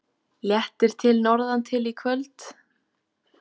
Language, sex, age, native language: Icelandic, female, 18-19, Icelandic